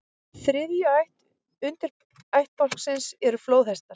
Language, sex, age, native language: Icelandic, female, 30-39, Icelandic